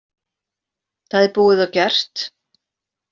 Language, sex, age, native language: Icelandic, female, 40-49, Icelandic